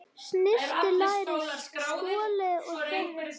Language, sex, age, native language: Icelandic, female, 9, Icelandic